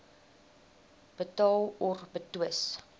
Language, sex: Afrikaans, female